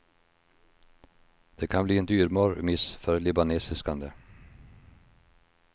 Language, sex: Swedish, male